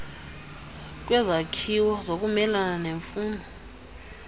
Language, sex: Xhosa, female